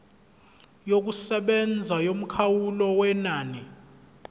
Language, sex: Zulu, male